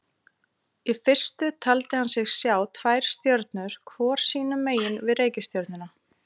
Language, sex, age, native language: Icelandic, female, 30-39, Icelandic